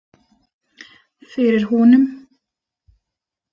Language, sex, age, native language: Icelandic, female, 30-39, Icelandic